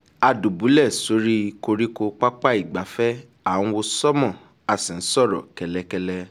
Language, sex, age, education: Yoruba, male, 15-29, tertiary